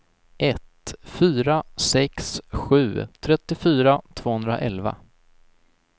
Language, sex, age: Swedish, male, 19